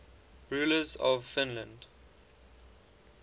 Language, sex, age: English, male, 19